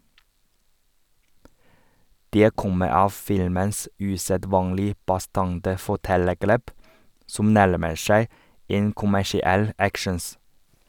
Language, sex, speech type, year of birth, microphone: Norwegian, male, read, 1985, Sennheiser